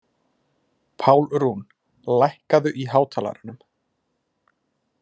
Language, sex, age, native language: Icelandic, male, 20-29, Icelandic